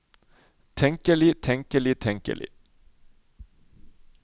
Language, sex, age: Norwegian, male, 31